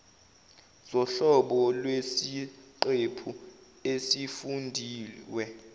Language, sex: Zulu, male